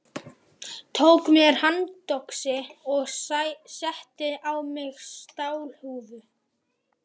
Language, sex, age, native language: Icelandic, male, 11, Icelandic